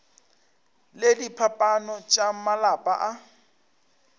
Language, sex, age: Northern Sotho, male, 25